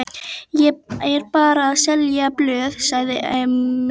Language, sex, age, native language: Icelandic, female, 12, Icelandic